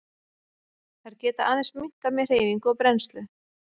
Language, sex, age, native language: Icelandic, female, 30-39, Icelandic